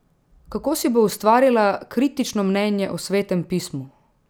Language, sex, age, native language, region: Slovenian, female, 18-29, Slovenian, Drava region